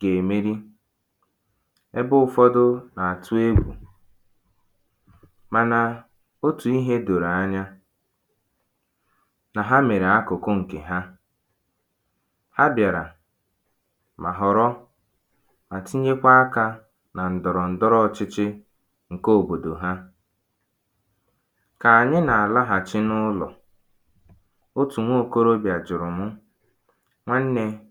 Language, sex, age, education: Igbo, male, 15-29, tertiary